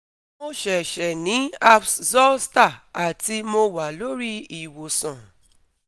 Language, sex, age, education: Yoruba, female, 30-45, tertiary